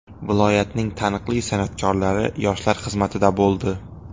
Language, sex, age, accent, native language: Uzbek, male, 18-24, Xorazm, Uzbek